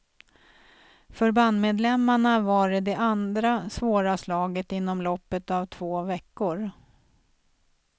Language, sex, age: Swedish, female, 46